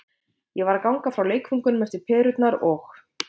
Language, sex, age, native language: Icelandic, female, 50-59, Icelandic